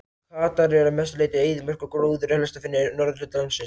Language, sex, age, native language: Icelandic, other, 18-19, Icelandic